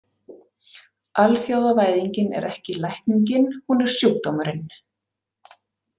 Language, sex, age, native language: Icelandic, female, 40-49, Icelandic